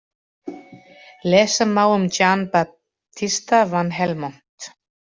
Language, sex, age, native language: Icelandic, female, 40-49, Icelandic